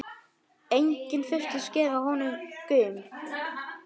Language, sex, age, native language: Icelandic, male, 9, Icelandic